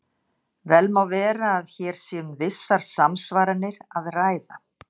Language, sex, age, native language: Icelandic, female, 60-69, Icelandic